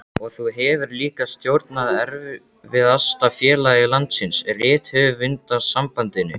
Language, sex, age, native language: Icelandic, male, 12, Icelandic